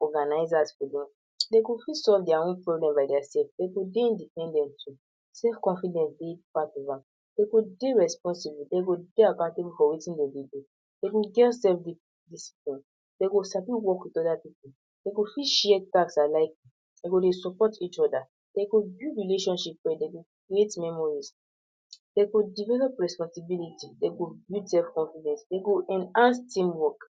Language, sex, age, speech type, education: Nigerian Pidgin, male, 46-60, spontaneous, secondary